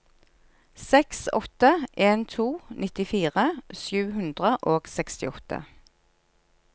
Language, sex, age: Norwegian, female, 46